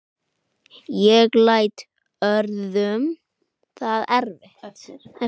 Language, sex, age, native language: Icelandic, male, 9, Icelandic